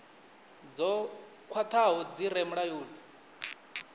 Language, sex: Venda, male